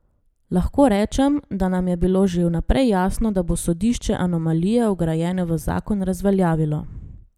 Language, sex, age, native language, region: Slovenian, female, 30-49, Slovenian, Gorenjska region